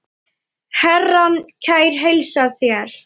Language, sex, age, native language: Icelandic, female, 9, Icelandic